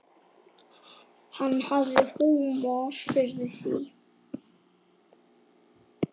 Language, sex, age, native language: Icelandic, male, 8, Icelandic